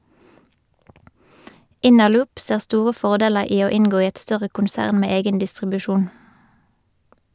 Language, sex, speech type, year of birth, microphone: Norwegian, female, read, 1985, Shure